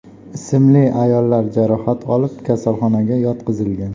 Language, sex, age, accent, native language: Uzbek, male, 25-34, Jizzax, Uzbek